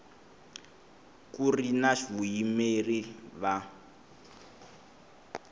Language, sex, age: Tsonga, male, 21